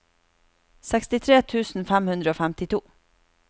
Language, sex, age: Norwegian, female, 36